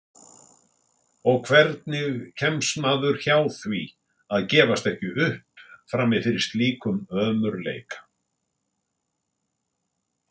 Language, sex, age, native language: Icelandic, male, 60-69, Icelandic